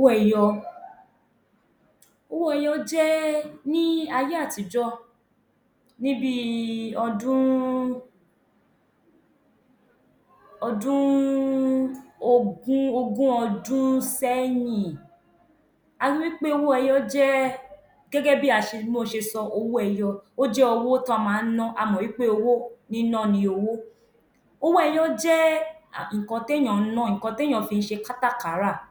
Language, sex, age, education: Yoruba, female, 15-29, tertiary